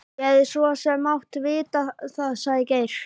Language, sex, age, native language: Icelandic, male, 11, Icelandic